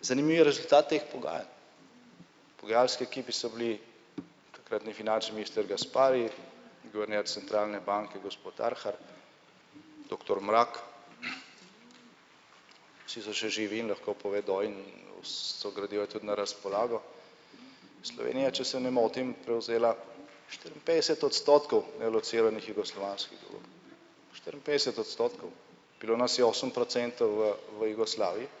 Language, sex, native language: Slovenian, male, Slovenian